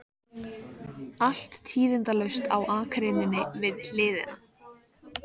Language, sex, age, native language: Icelandic, female, 14, Icelandic